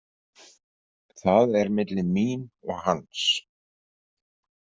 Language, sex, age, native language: Icelandic, male, 50-59, Icelandic